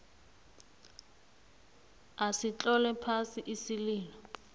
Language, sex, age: South Ndebele, female, 21